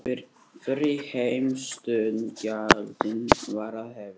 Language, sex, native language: Icelandic, male, Icelandic